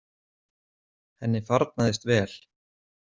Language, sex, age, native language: Icelandic, male, 40-49, Icelandic